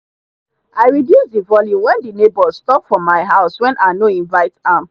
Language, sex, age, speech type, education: Nigerian Pidgin, female, 30-45, spontaneous, tertiary